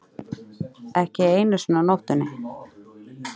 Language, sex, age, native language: Icelandic, female, 30-39, Icelandic